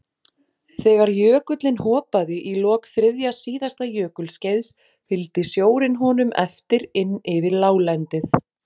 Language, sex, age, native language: Icelandic, female, 40-49, Icelandic